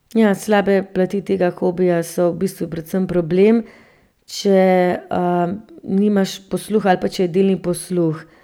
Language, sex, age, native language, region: Slovenian, female, 30-49, Slovenian, Central Slovenia